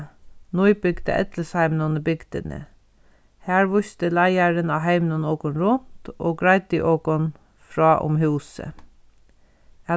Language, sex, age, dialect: Faroese, female, 36-60, Sandoy